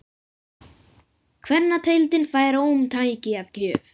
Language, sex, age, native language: Icelandic, female, 50-59, Icelandic